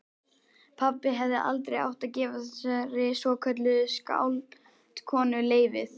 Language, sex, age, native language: Icelandic, male, 11, Icelandic